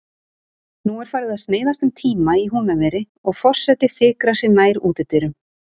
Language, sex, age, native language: Icelandic, female, 30-39, Icelandic